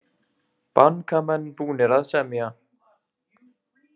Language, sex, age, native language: Icelandic, male, 20-29, Icelandic